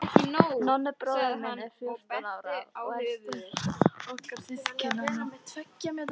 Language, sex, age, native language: Icelandic, other, 13, Icelandic